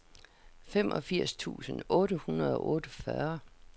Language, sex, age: Danish, female, 67